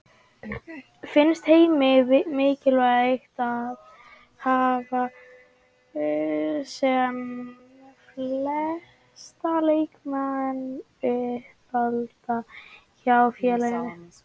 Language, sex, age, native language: Icelandic, male, 18-19, Icelandic